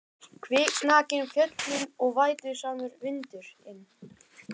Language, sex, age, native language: Icelandic, male, 11, Icelandic